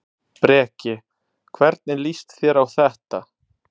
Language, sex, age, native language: Icelandic, male, 30-39, Italian